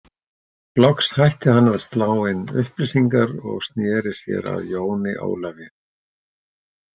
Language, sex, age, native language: Icelandic, male, 60-69, Icelandic